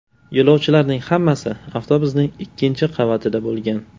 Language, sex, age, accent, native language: Uzbek, male, 18-24, Toshkent shahri, Uzbek